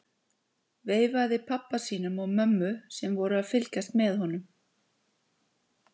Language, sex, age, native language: Icelandic, female, 40-49, Icelandic